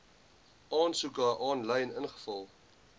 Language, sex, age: Afrikaans, male, 20